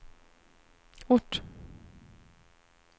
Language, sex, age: Swedish, female, 33